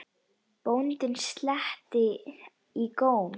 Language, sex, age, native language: Icelandic, female, 10, Icelandic